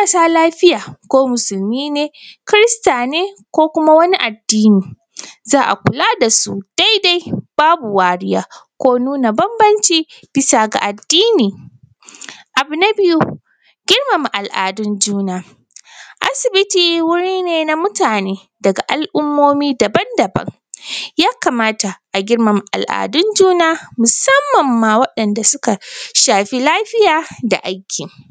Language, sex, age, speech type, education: Hausa, female, 15-29, spontaneous, primary